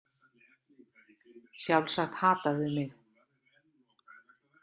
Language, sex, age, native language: Icelandic, female, 60-69, Icelandic